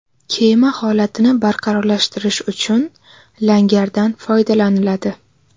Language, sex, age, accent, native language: Uzbek, female, 18-24, Navoiy, Uzbek